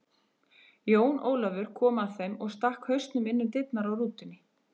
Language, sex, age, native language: Icelandic, female, 30-39, Icelandic